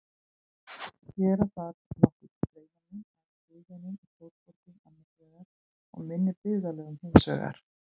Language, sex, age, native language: Icelandic, female, 20-29, Icelandic